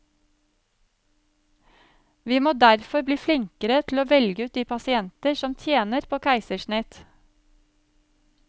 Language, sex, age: Norwegian, female, 35